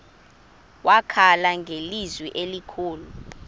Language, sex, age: Xhosa, female, 20